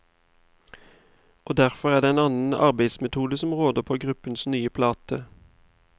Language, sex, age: Norwegian, male, 31